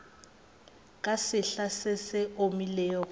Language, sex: Northern Sotho, female